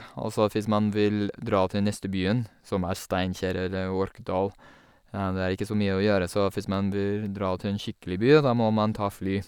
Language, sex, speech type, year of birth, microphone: Norwegian, male, spontaneous, 1983, Sennheiser